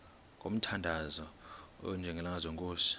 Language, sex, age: Xhosa, male, 19